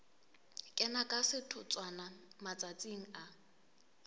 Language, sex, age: Southern Sotho, female, 23